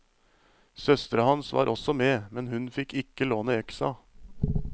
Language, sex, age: Norwegian, male, 35